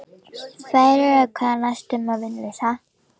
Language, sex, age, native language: Icelandic, female, 14, Icelandic